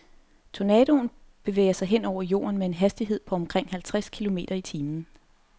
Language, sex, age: Danish, female, 30